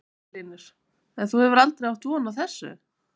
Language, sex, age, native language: Icelandic, female, 20-29, Icelandic